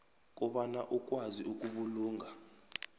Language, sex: South Ndebele, male